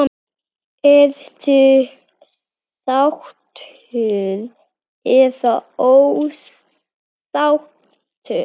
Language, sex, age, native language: Icelandic, female, 9, Icelandic